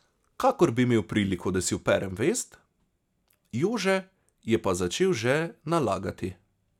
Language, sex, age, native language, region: Slovenian, male, 30-49, Slovenian, Savinja region